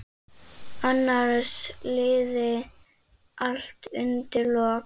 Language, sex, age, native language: Icelandic, female, 8, Icelandic